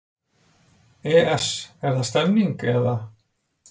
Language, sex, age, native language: Icelandic, male, 40-49, Icelandic